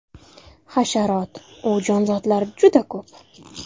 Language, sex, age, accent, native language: Uzbek, female, 19-29, Toshkent shahri, Uzbek